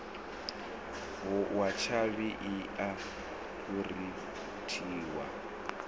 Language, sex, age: Venda, male, 26